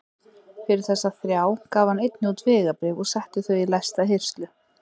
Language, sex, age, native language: Icelandic, female, 30-39, Icelandic